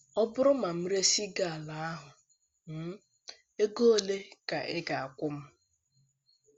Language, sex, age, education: Igbo, female, 15-29, tertiary